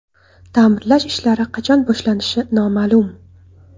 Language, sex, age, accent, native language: Uzbek, female, 19-29, Toshkent viloyati, Uzbek